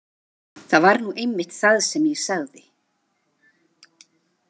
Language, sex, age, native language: Icelandic, female, 50-59, Icelandic